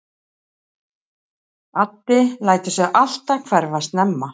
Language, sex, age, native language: Icelandic, female, 60-69, Icelandic